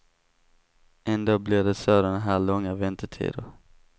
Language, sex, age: Swedish, male, 18